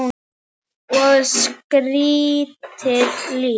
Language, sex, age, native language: Icelandic, male, 9, Icelandic